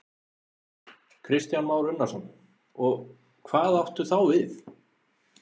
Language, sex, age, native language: Icelandic, male, 40-49, Icelandic